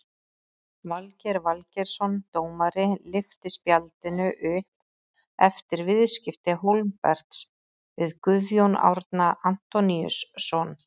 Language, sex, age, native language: Icelandic, female, 30-39, Icelandic